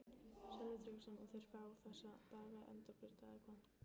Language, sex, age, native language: Icelandic, female, 15, Icelandic